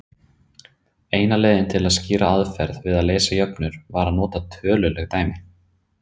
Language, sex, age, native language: Icelandic, male, 30-39, Icelandic